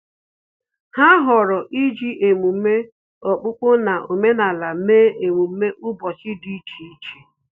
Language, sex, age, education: Igbo, female, 30-45, tertiary